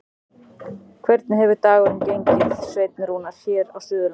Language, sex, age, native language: Icelandic, male, 14, Icelandic